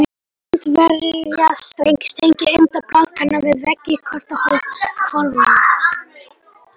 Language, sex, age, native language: Icelandic, male, 18-19, Polish